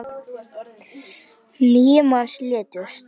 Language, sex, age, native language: Icelandic, female, 10, Icelandic